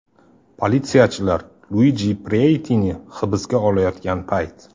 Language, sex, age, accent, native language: Uzbek, male, 25-34, Farg'ona, Uzbek